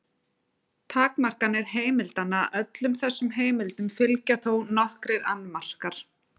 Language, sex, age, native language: Icelandic, female, 40-49, Icelandic